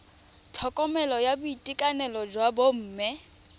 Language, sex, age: Tswana, female, 20